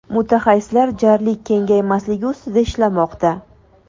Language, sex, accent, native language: Uzbek, female, Andijon, Uzbek